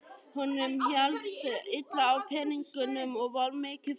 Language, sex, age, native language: Icelandic, male, 11, Icelandic